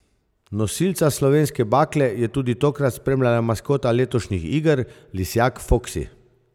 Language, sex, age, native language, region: Slovenian, male, 50-59, Slovenian, Zasavska region